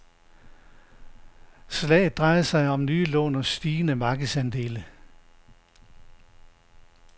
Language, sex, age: Danish, male, 69